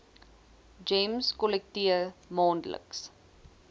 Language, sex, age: Afrikaans, female, 20